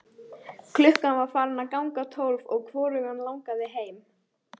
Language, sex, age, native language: Icelandic, female, 13, Icelandic